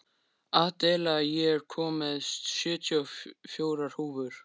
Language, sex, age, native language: Icelandic, male, 13, Icelandic